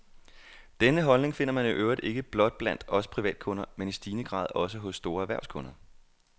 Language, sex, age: Danish, male, 28